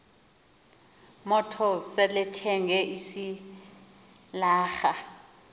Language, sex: Xhosa, female